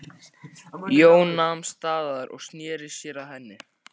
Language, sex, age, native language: Icelandic, male, 14, Icelandic